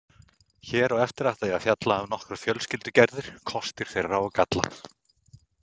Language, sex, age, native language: Icelandic, male, 30-39, Icelandic